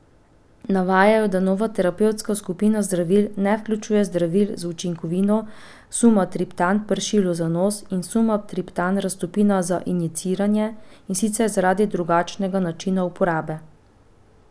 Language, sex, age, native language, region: Slovenian, female, 30-49, Slovenian, Pomurje region